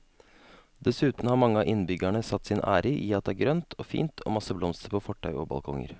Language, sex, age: Norwegian, male, 32